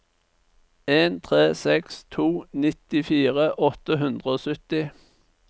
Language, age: Norwegian, 49